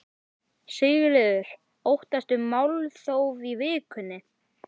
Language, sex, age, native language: Icelandic, male, 11, Icelandic